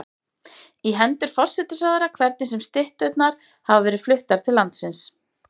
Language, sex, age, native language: Icelandic, female, 30-39, Icelandic